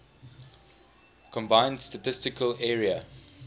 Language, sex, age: English, male, 20